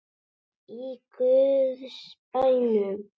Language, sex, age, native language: Icelandic, male, 8, Icelandic